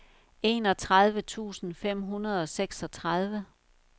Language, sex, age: Danish, female, 51